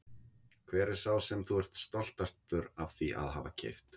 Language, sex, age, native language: Icelandic, male, 50-59, Icelandic